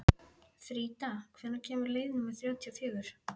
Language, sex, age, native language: Icelandic, female, 11, Icelandic